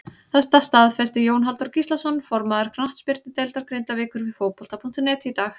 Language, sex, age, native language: Icelandic, female, 30-39, Icelandic